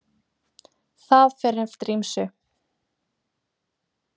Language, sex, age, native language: Icelandic, female, 20-29, Icelandic